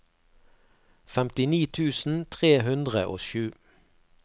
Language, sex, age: Norwegian, male, 48